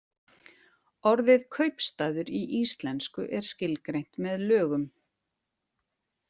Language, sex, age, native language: Icelandic, female, 40-49, Icelandic